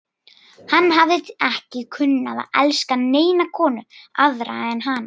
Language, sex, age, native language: Icelandic, female, 40-49, Icelandic